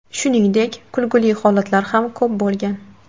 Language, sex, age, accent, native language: Uzbek, female, 18-24, Qashqadaryo, Uzbek